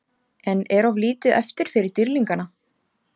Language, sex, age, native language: Icelandic, female, 30-39, Icelandic